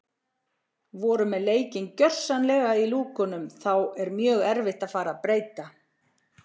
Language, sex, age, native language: Icelandic, female, 40-49, Icelandic